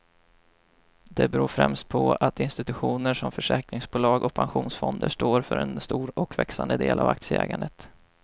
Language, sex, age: Swedish, male, 25